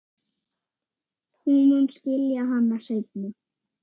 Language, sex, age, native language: Icelandic, female, 6, Icelandic